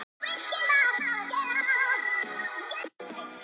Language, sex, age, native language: Icelandic, female, 18-19, Thai